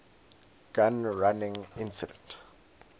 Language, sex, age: English, male, 19